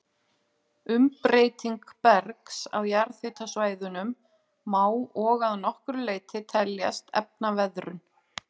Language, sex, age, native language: Icelandic, female, 40-49, Icelandic